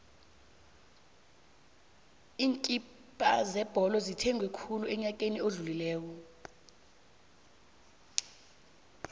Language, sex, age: South Ndebele, female, 22